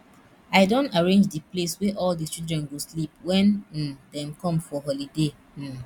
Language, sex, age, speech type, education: Nigerian Pidgin, female, 30-45, spontaneous, tertiary